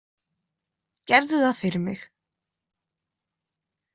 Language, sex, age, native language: Icelandic, female, 20-29, Icelandic